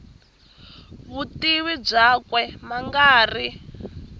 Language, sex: Tsonga, female